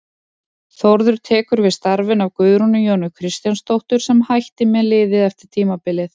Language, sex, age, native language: Icelandic, female, 40-49, Icelandic